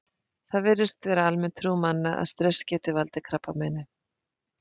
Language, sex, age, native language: Icelandic, female, 50-59, Icelandic